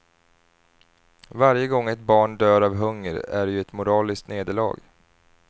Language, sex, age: Swedish, male, 30